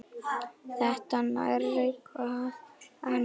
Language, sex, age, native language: Icelandic, female, 9, Icelandic